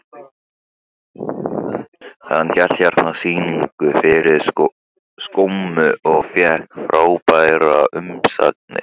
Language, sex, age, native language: Icelandic, male, 15, Icelandic